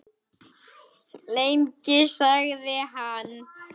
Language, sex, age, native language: Icelandic, male, 8, Icelandic